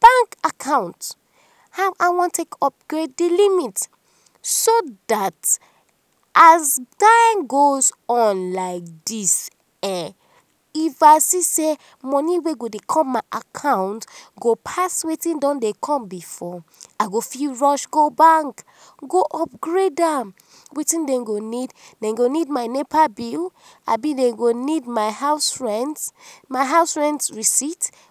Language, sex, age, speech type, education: Nigerian Pidgin, female, 30-45, spontaneous, tertiary